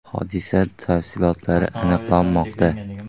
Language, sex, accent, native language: Uzbek, male, Qoraqalpog'iston, Uzbek